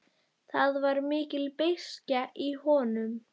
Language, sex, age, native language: Icelandic, female, 12, Icelandic